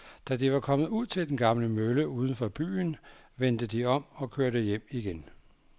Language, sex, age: Danish, male, 59